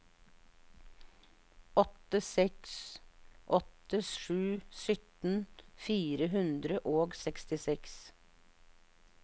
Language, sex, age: Norwegian, female, 59